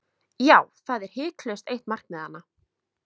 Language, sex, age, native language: Icelandic, female, 20-29, Icelandic